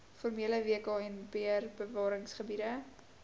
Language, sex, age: Afrikaans, female, 18